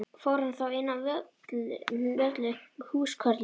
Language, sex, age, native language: Icelandic, female, 11, Icelandic